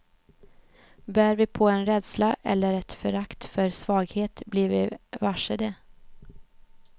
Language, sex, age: Swedish, female, 24